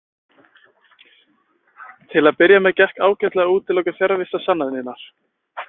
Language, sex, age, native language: Icelandic, male, 20-29, Icelandic